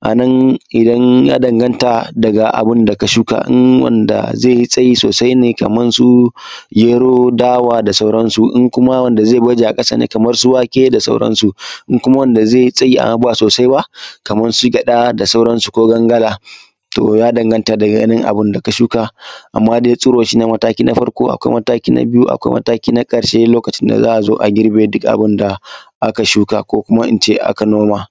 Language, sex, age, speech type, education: Hausa, male, 15-29, spontaneous, tertiary